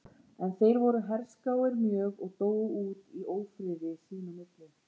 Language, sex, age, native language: Icelandic, female, 40-49, Icelandic